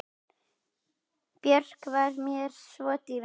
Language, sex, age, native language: Icelandic, female, 10, Icelandic